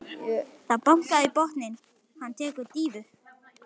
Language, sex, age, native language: Icelandic, male, 11, Icelandic